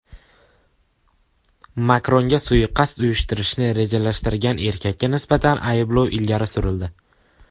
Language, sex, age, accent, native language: Uzbek, male, under 19, Andijon, Uzbek